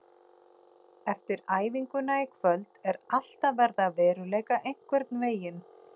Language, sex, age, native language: Icelandic, female, 40-49, Icelandic